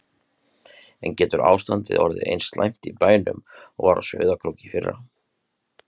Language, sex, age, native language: Icelandic, male, 30-39, Icelandic